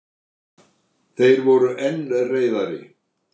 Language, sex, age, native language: Icelandic, male, 60-69, Icelandic